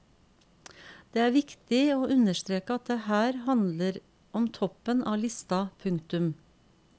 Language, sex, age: Norwegian, female, 50